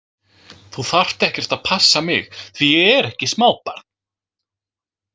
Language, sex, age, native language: Icelandic, male, 20-29, Icelandic